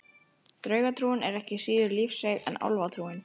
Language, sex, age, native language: Icelandic, female, 12, Icelandic